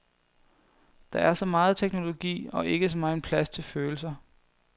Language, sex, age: Danish, male, 21